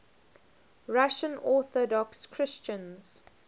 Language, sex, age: English, female, 20